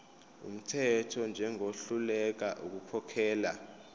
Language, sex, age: Zulu, male, 25